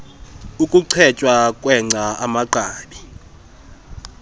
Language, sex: Xhosa, male